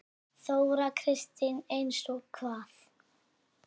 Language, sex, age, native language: Icelandic, female, 6, Icelandic